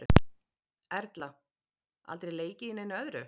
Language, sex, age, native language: Icelandic, female, 30-39, Icelandic